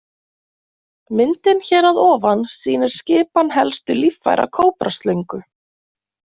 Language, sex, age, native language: Icelandic, female, 20-29, Icelandic